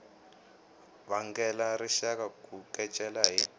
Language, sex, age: Tsonga, male, 18